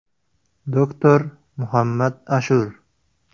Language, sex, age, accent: Uzbek, male, 18-24, Surxondaryo